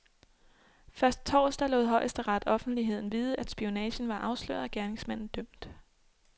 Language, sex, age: Danish, female, 26